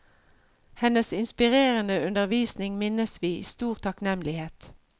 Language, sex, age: Norwegian, female, 53